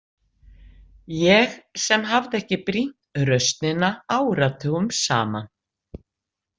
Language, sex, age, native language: Icelandic, female, 60-69, Icelandic